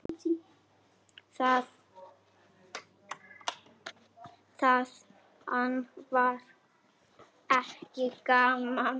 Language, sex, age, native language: Icelandic, female, 6, Icelandic